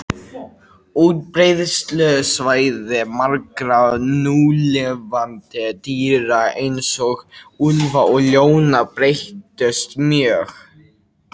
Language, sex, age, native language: Icelandic, male, 18-19, Icelandic